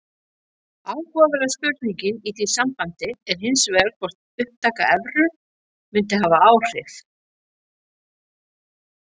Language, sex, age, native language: Icelandic, female, 50-59, Icelandic